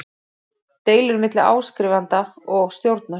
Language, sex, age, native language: Icelandic, female, 30-39, Icelandic